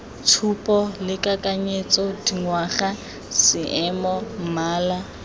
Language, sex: Tswana, female